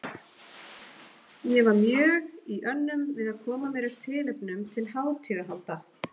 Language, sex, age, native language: Icelandic, female, 40-49, Icelandic